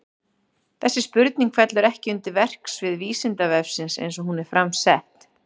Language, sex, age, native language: Icelandic, female, 40-49, Icelandic